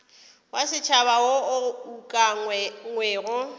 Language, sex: Northern Sotho, female